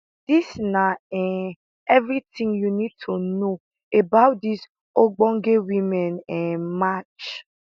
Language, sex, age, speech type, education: Nigerian Pidgin, female, 15-29, spontaneous, tertiary